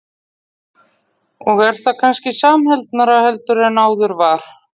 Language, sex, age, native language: Icelandic, female, 40-49, Icelandic